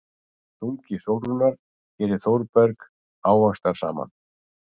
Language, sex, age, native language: Icelandic, male, 40-49, Icelandic